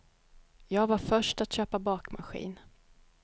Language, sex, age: Swedish, female, 31